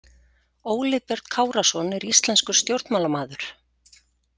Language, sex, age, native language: Icelandic, female, 40-49, Icelandic